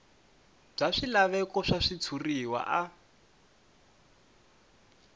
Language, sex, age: Tsonga, male, 22